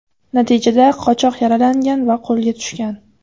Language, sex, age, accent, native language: Uzbek, female, 25-34, Qashqadaryo, Uzbek